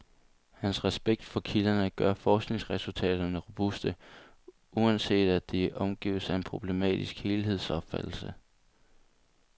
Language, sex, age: Danish, male, 22